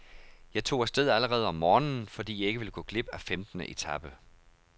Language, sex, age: Danish, male, 31